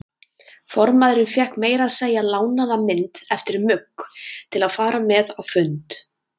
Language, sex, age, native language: Icelandic, female, 20-29, Icelandic